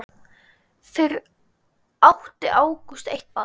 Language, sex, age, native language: Icelandic, male, 10, Icelandic